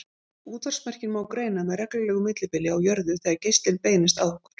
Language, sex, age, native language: Icelandic, female, 50-59, Icelandic